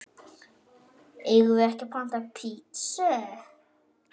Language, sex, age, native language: Icelandic, male, 9, Icelandic